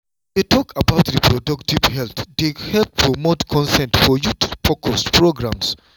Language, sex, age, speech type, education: Nigerian Pidgin, male, 30-45, spontaneous, tertiary